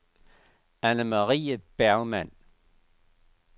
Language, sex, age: Danish, male, 69